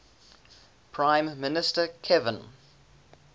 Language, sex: English, male